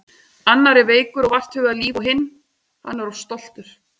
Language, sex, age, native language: Icelandic, female, 30-39, Icelandic